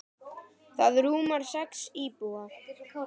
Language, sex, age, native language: Icelandic, male, 10, Icelandic